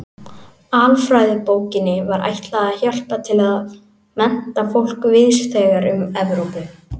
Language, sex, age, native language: Icelandic, male, 18-19, Icelandic